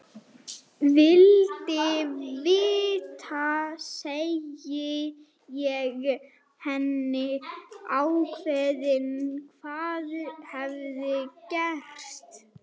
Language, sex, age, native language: Icelandic, female, 30-39, Swedish